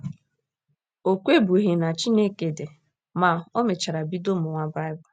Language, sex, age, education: Igbo, female, 15-29, tertiary